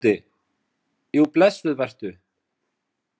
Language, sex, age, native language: Icelandic, male, 30-39, Icelandic